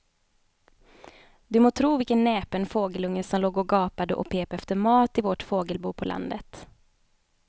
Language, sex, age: Swedish, female, 29